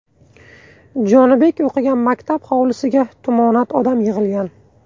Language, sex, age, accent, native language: Uzbek, male, 18-24, Buxoro, Uzbek